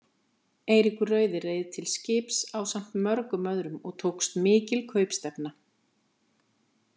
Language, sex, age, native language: Icelandic, female, 50-59, Icelandic